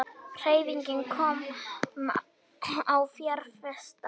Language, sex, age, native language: Icelandic, female, 18-19, Icelandic